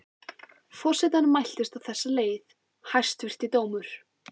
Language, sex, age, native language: Icelandic, female, 14, Icelandic